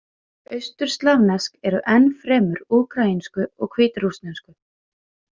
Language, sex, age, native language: Icelandic, female, 20-29, Icelandic